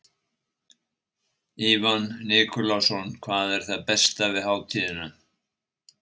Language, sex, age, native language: Icelandic, male, 60-69, Icelandic